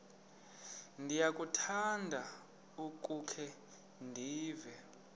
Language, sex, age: Xhosa, male, 31